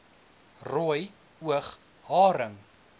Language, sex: Afrikaans, male